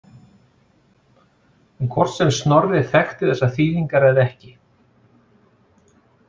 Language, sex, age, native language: Icelandic, male, 40-49, Icelandic